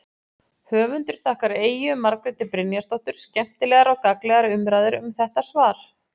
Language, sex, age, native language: Icelandic, female, 40-49, Icelandic